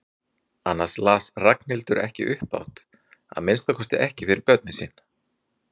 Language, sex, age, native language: Icelandic, male, 40-49, Icelandic